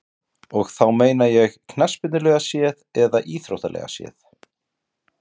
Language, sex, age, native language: Icelandic, male, 40-49, Icelandic